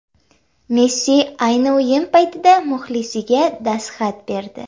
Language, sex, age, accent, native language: Uzbek, female, 12-17, Farg'ona, Uzbek